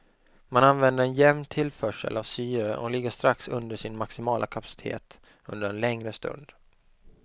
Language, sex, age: Swedish, male, 25